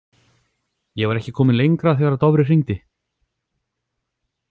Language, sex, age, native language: Icelandic, male, 40-49, Icelandic